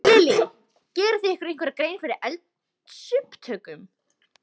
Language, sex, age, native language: Icelandic, female, 14, Icelandic